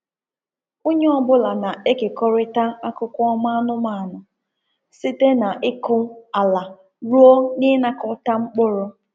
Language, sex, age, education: Igbo, female, 15-29, tertiary